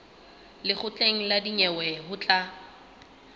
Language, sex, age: Southern Sotho, female, 29